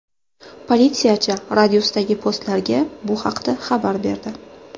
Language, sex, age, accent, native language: Uzbek, female, 25-34, Sirdaryo, Uzbek